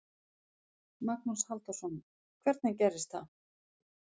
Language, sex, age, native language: Icelandic, female, 50-59, Icelandic